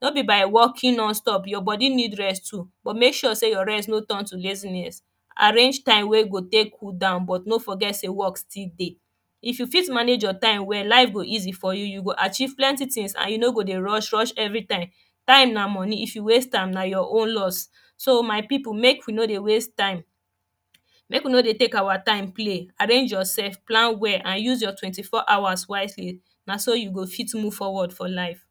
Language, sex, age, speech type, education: Nigerian Pidgin, female, 15-29, spontaneous, tertiary